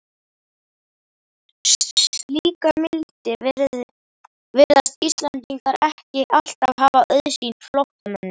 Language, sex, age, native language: Icelandic, male, 11, Icelandic